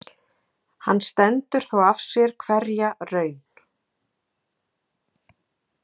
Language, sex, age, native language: Icelandic, female, 40-49, Icelandic